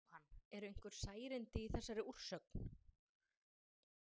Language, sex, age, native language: Icelandic, female, 30-39, Icelandic